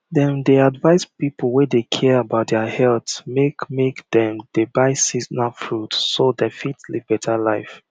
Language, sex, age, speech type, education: Nigerian Pidgin, male, 30-45, spontaneous, tertiary